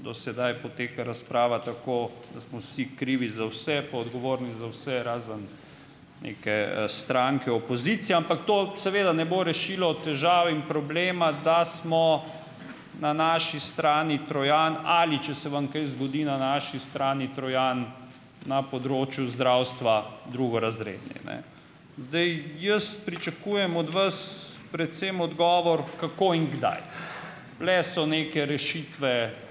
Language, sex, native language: Slovenian, male, Slovenian